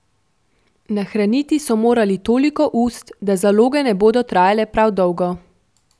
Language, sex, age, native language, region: Slovenian, female, 12-17, Slovenian, Central Slovenia